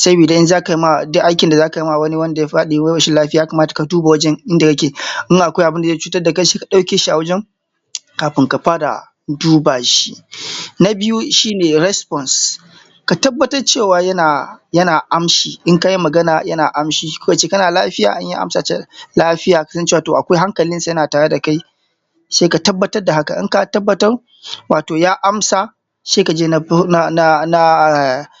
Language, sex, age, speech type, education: Hausa, male, 30-45, spontaneous, tertiary